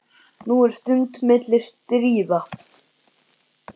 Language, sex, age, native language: Icelandic, male, 10, Icelandic